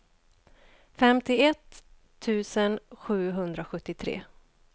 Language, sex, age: Swedish, female, 29